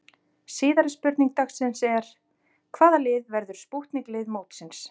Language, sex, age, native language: Icelandic, female, 40-49, Icelandic